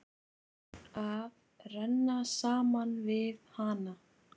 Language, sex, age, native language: Icelandic, male, 6, Icelandic